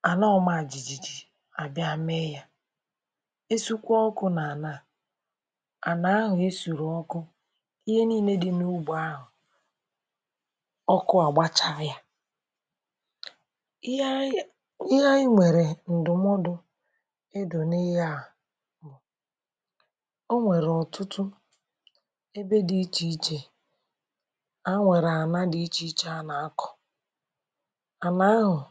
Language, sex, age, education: Igbo, female, 30-45, primary